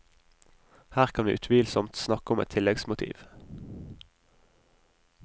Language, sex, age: Norwegian, male, 20